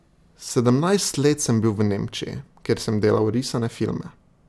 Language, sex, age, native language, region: Slovenian, male, 18-29, Slovenian, Drava region